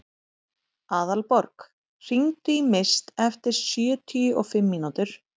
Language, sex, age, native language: Icelandic, female, 30-39, Icelandic